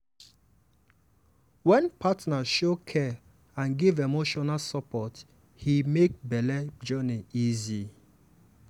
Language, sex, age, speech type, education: Nigerian Pidgin, male, 15-29, spontaneous, tertiary